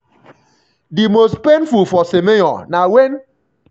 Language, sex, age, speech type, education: Nigerian Pidgin, male, 30-45, spontaneous, secondary